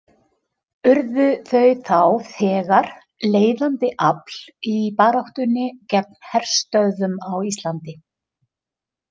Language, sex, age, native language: Icelandic, female, 50-59, Icelandic